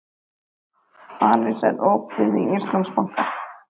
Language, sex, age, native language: Icelandic, male, 13, Icelandic